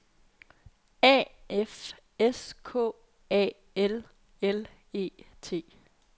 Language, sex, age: Danish, female, 22